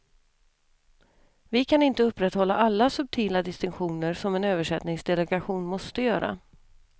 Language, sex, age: Swedish, female, 32